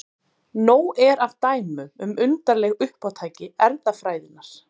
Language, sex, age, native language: Icelandic, female, 30-39, Icelandic